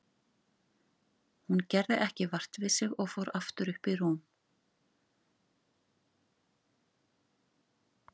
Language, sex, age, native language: Icelandic, female, 40-49, Icelandic